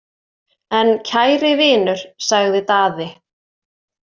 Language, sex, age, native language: Icelandic, female, 30-39, Icelandic